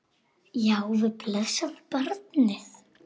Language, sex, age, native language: Icelandic, female, 9, Icelandic